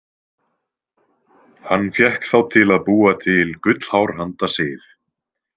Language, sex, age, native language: Icelandic, male, 20-29, Icelandic